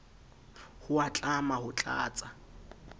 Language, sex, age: Southern Sotho, male, 20